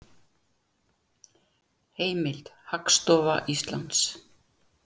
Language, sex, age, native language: Icelandic, female, 60-69, Icelandic